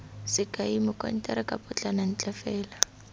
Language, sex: Tswana, female